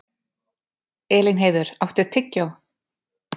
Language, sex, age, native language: Icelandic, female, 30-39, Icelandic